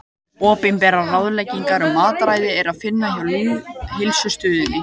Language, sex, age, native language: Icelandic, male, 18-19, Icelandic